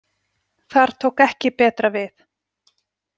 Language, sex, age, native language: Icelandic, female, 40-49, Icelandic